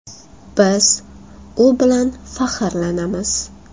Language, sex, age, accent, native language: Uzbek, female, 18-24, Toshkent shahri, Uzbek